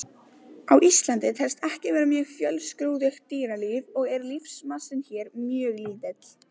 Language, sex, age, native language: Icelandic, female, 20-29, Icelandic